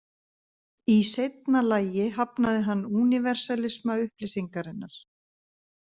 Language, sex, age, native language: Icelandic, female, 50-59, Icelandic